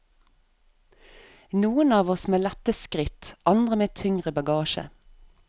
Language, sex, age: Norwegian, female, 34